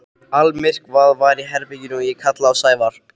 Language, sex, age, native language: Icelandic, male, 13, Icelandic